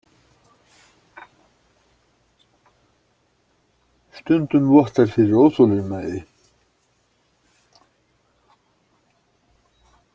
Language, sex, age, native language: Icelandic, male, 60-69, Icelandic